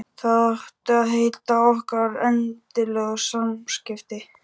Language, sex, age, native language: Icelandic, male, 12, Icelandic